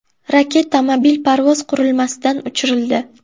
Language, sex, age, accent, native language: Uzbek, female, under 19, Buxoro, Uzbek